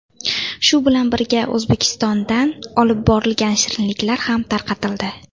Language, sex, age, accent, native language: Uzbek, female, 18-24, Andijon, Uzbek